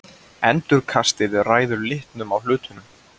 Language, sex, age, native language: Icelandic, male, 20-29, Icelandic